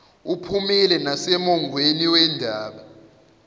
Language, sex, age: Zulu, male, 21